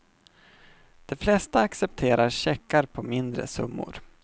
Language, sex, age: Swedish, male, 25